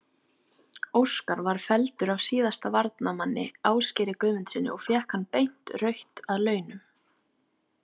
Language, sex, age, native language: Icelandic, female, 18-19, Icelandic